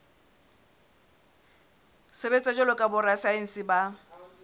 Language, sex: Southern Sotho, male